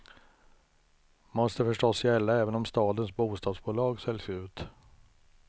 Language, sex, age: Swedish, male, 63